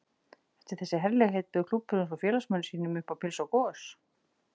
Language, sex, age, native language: Icelandic, female, 40-49, Icelandic